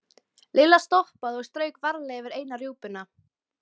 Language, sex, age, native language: Icelandic, female, 12, Icelandic